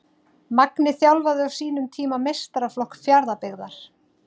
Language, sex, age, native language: Icelandic, female, 30-39, Icelandic